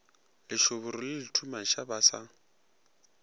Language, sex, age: Northern Sotho, male, 22